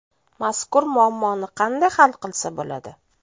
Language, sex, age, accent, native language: Uzbek, female, 40-49, Toshkent shahri, Uzbek